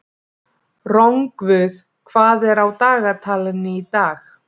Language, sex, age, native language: Icelandic, female, 30-39, Icelandic